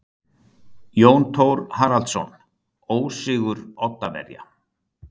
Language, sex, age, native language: Icelandic, male, 60-69, Icelandic